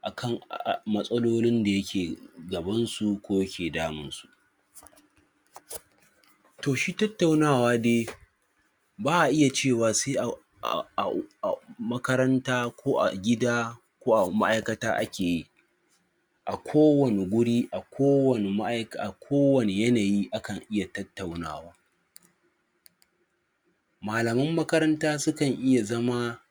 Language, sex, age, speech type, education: Hausa, male, 15-29, spontaneous, secondary